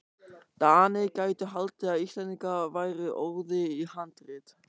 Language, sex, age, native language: Icelandic, male, 14, German